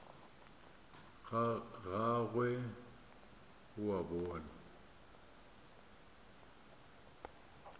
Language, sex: Northern Sotho, male